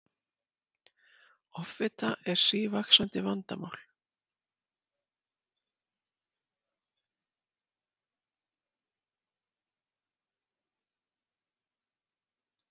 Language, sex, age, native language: Icelandic, female, 60-69, Icelandic